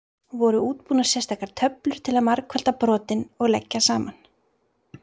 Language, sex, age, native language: Icelandic, female, 30-39, Icelandic